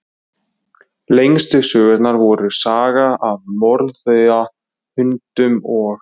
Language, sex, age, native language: Icelandic, male, 20-29, Icelandic